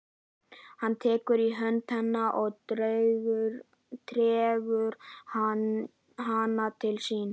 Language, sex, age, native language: Icelandic, male, 11, Icelandic